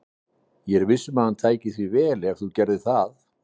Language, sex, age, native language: Icelandic, male, 60-69, Icelandic